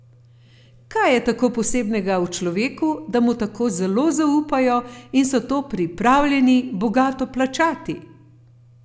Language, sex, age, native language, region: Slovenian, female, 50-59, Slovenian, Gorenjska region